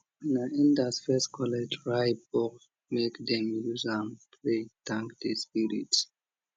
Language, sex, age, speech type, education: Nigerian Pidgin, male, 30-45, spontaneous, tertiary